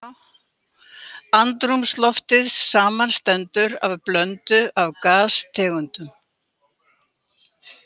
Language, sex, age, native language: Icelandic, female, 80-89, Icelandic